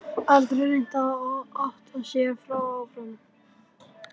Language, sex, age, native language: Icelandic, female, 11, Icelandic